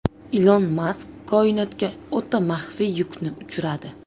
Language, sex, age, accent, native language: Uzbek, female, 25-34, Toshkent viloyati, Uzbek